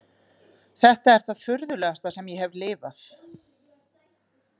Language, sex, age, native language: Icelandic, female, 40-49, Icelandic